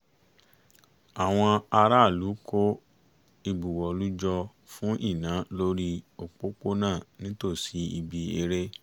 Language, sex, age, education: Yoruba, male, 30-45, tertiary